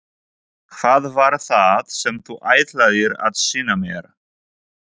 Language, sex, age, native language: Icelandic, male, 40-49, Polish